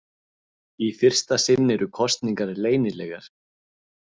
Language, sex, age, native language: Icelandic, male, 30-39, Icelandic